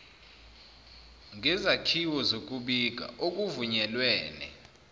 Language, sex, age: Zulu, male, 29